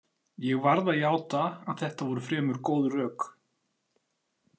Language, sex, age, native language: Icelandic, male, 40-49, Icelandic